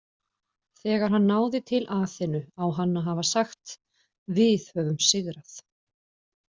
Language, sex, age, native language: Icelandic, female, 40-49, Icelandic